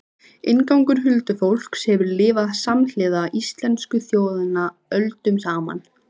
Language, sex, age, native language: Icelandic, female, 15, Icelandic